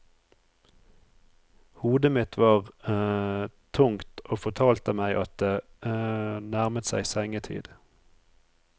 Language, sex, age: Norwegian, male, 34